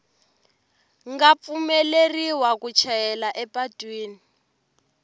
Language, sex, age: Tsonga, female, 18